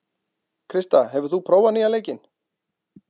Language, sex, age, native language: Icelandic, male, 40-49, Icelandic